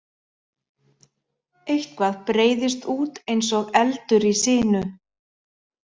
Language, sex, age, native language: Icelandic, male, 40-49, Icelandic